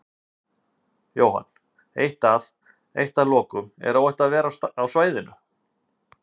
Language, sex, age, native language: Icelandic, male, 50-59, Icelandic